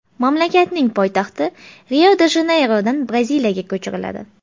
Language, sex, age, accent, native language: Uzbek, female, 25-34, Farg'ona, Uzbek